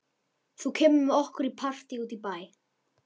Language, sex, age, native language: Icelandic, male, 11, Icelandic